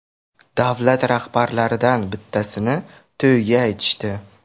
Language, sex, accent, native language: Uzbek, male, Samarqand, Uzbek